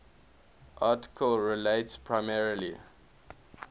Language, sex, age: English, male, 21